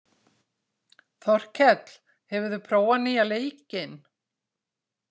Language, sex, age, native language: Icelandic, female, 60-69, Icelandic